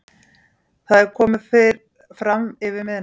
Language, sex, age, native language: Icelandic, female, 40-49, Icelandic